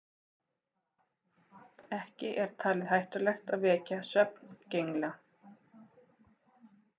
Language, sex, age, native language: Icelandic, female, 40-49, Icelandic